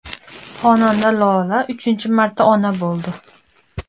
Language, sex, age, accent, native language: Uzbek, female, 18-24, Andijon, Uzbek